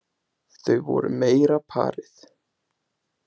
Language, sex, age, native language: Icelandic, male, 20-29, Icelandic